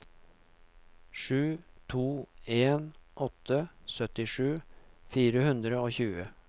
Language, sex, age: Norwegian, male, 39